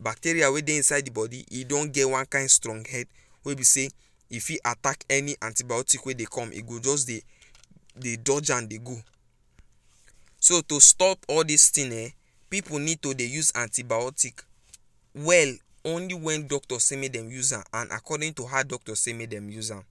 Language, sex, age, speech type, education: Nigerian Pidgin, female, 15-29, spontaneous, tertiary